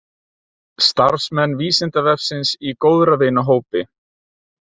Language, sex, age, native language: Icelandic, male, 30-39, Icelandic